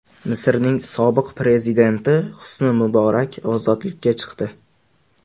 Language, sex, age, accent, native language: Uzbek, male, 18-24, Andijon, Uzbek